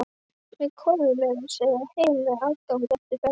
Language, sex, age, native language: Icelandic, female, 12, Icelandic